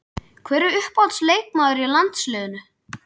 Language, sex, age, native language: Icelandic, male, 12, Icelandic